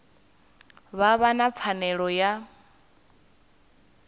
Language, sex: Venda, female